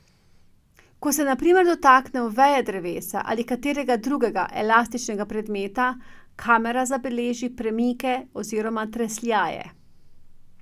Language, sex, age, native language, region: Slovenian, female, 50-59, Slovenian, Drava region